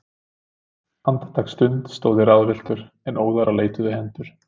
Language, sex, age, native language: Icelandic, male, 30-39, Icelandic